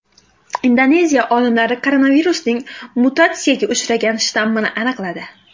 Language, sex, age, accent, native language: Uzbek, female, 18-24, Xorazm, Uzbek